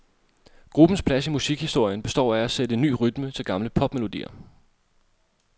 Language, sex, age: Danish, male, 26